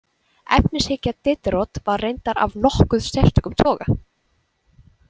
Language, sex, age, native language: Icelandic, female, 20-29, Icelandic